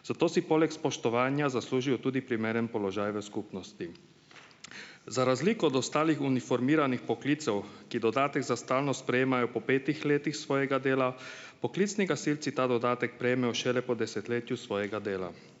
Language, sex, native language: Slovenian, male, Hungarian